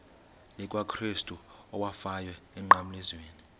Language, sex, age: Xhosa, male, 19